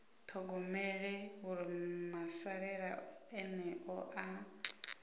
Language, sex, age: Venda, female, 26